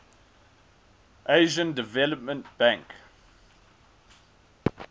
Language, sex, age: English, male, 19